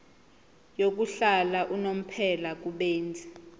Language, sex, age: Zulu, female, 20